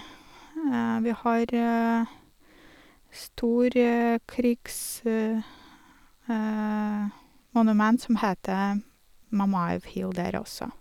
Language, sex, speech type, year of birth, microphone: Norwegian, female, spontaneous, 1983, Sennheiser